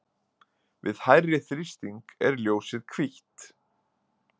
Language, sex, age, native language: Icelandic, male, 20-29, Icelandic